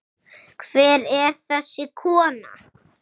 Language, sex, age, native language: Icelandic, male, 6, Icelandic